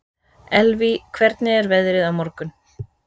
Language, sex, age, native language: Icelandic, female, 30-39, Icelandic